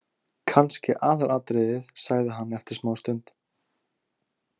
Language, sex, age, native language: Icelandic, male, 18-19, Icelandic